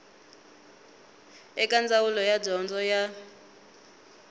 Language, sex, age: Tsonga, female, 19